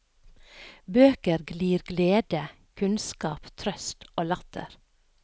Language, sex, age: Norwegian, female, 57